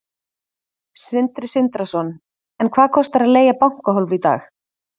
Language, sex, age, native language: Icelandic, female, 30-39, Icelandic